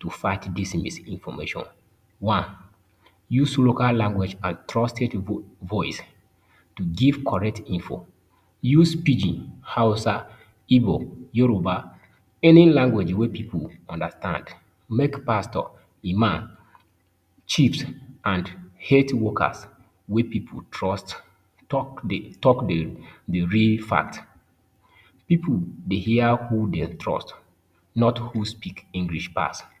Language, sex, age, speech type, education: Nigerian Pidgin, male, 30-45, spontaneous, tertiary